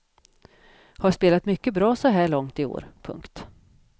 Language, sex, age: Swedish, female, 50